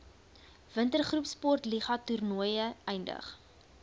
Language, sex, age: Afrikaans, female, 22